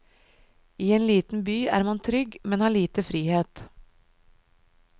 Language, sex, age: Norwegian, female, 37